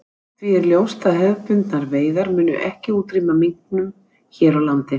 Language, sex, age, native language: Icelandic, female, 60-69, Icelandic